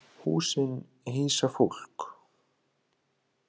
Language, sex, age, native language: Icelandic, male, 30-39, Icelandic